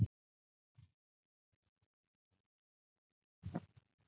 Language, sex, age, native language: Icelandic, male, 50-59, Icelandic